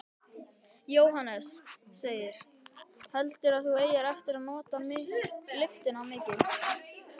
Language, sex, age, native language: Icelandic, male, 12, Icelandic